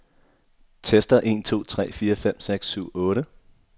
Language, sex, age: Danish, male, 24